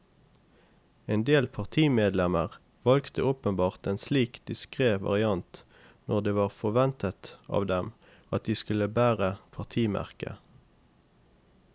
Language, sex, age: Norwegian, male, 28